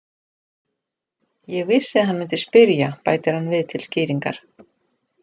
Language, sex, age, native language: Icelandic, female, 40-49, Icelandic